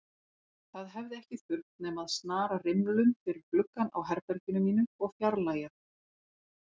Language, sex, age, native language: Icelandic, female, 40-49, Icelandic